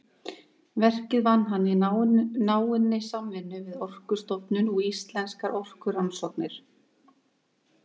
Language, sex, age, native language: Icelandic, female, 30-39, Icelandic